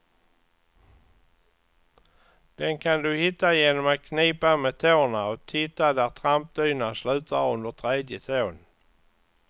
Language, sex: Swedish, male